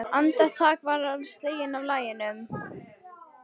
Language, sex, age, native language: Icelandic, female, 13, Icelandic